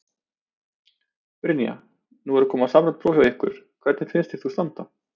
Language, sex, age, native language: Icelandic, male, 30-39, Icelandic